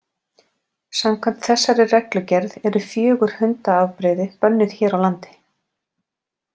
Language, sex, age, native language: Icelandic, female, 40-49, Icelandic